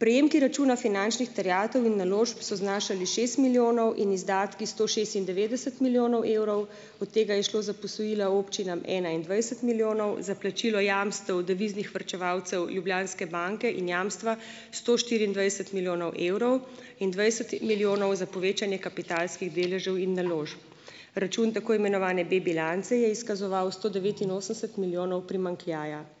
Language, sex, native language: Slovenian, female, Slovenian